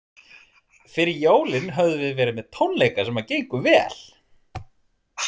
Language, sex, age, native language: Icelandic, male, 40-49, Icelandic